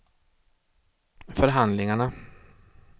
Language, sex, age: Swedish, male, 36